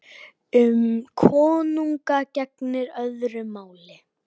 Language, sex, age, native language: Icelandic, male, 10, Icelandic